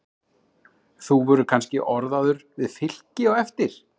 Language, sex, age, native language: Icelandic, male, 30-39, Icelandic